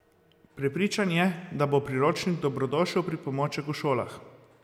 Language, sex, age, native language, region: Slovenian, male, 30-49, Slovenian, Zasavska region